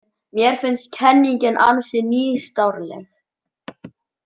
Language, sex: Icelandic, male